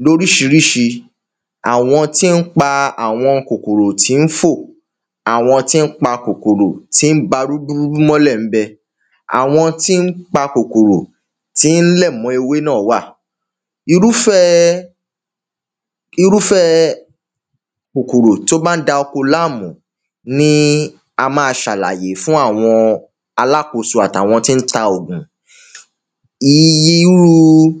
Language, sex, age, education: Yoruba, male, 15-29, tertiary